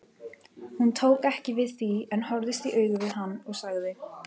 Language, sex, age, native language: Icelandic, female, 18-19, Icelandic